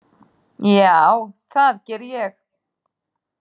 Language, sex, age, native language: Icelandic, female, 30-39, Icelandic